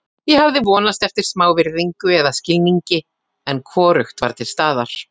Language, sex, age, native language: Icelandic, female, 40-49, Icelandic